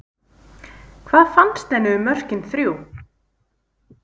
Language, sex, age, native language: Icelandic, female, 20-29, Icelandic